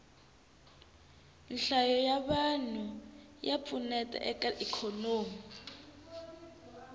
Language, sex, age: Tsonga, female, 19